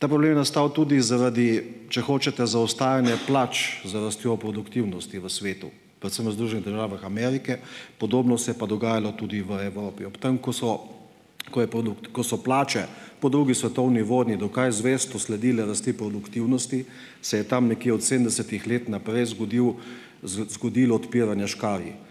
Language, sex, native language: Slovenian, male, Slovenian